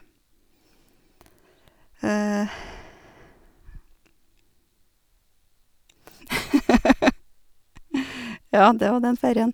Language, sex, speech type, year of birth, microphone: Norwegian, female, spontaneous, 1970, Sennheiser